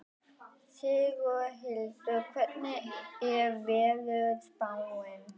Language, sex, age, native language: Icelandic, female, 12, Icelandic